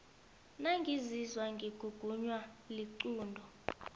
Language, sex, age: South Ndebele, female, 22